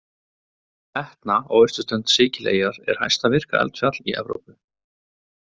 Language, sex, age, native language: Icelandic, male, 20-29, Icelandic